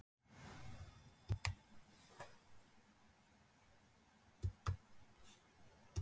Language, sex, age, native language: Icelandic, female, 50-59, Icelandic